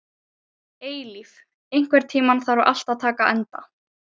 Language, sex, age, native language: Icelandic, female, 40-49, Ukrainian